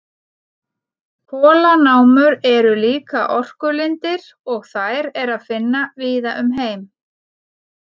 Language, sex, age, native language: Icelandic, female, 40-49, Icelandic